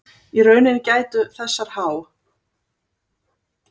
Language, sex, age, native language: Icelandic, female, 30-39, Icelandic